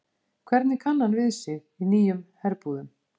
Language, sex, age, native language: Icelandic, female, 50-59, Icelandic